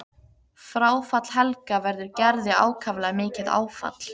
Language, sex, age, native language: Icelandic, female, 15, Icelandic